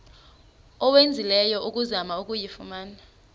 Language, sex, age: Xhosa, female, 33